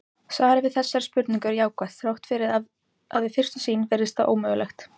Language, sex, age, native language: Icelandic, female, 18-19, Icelandic